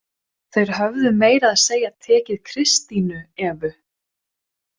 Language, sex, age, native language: Icelandic, female, 20-29, Swedish